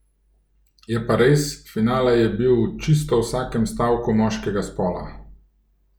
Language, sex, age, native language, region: Slovenian, male, 30-49, Slovenian, Gorenjska region